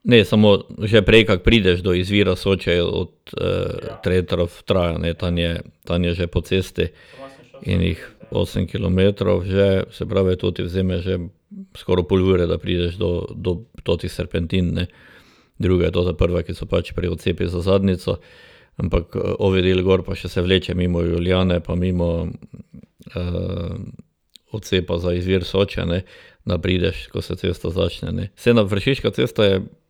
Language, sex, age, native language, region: Slovenian, male, 60+, Slovenian, Drava region